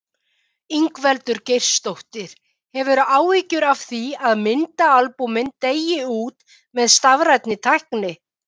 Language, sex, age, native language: Icelandic, female, 50-59, Icelandic